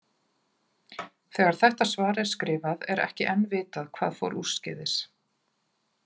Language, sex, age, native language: Icelandic, female, 40-49, Icelandic